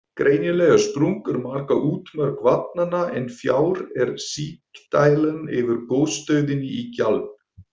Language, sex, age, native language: Icelandic, male, 50-59, German